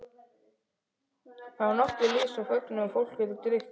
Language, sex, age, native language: Icelandic, male, 12, Icelandic